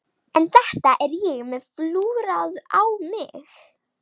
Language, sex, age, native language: Icelandic, female, 18-19, Icelandic